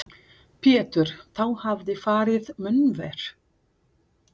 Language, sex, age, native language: Icelandic, female, 40-49, Portuguese